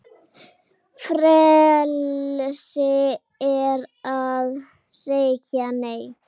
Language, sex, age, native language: Icelandic, female, 10, Icelandic